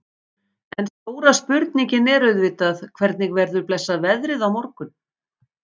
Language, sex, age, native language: Icelandic, female, 50-59, Icelandic